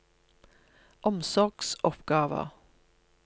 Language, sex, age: Norwegian, female, 57